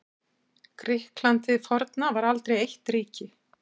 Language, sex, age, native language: Icelandic, female, 60-69, Icelandic